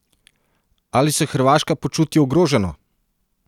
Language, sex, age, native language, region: Slovenian, male, 30-49, Serbian, Central Slovenia